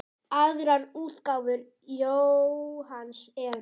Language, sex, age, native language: Icelandic, female, 8, Icelandic